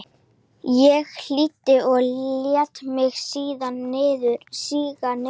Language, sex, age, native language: Icelandic, female, 12, Icelandic